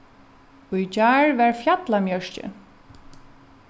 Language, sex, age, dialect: Faroese, female, 36-60, Norðuroyggjar